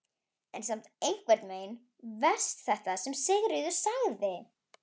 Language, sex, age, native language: Icelandic, female, 11, Icelandic